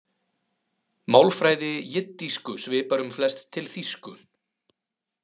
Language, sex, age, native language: Icelandic, male, 30-39, Icelandic